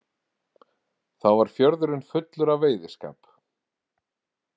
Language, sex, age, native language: Icelandic, male, 40-49, Icelandic